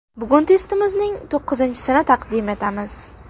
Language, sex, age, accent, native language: Uzbek, female, under 19, Qashqadaryo, Uzbek